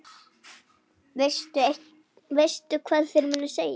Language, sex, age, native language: Icelandic, female, 9, Icelandic